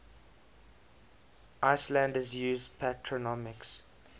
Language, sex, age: English, male, 20